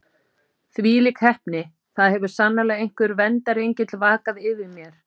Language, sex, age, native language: Icelandic, female, 50-59, Icelandic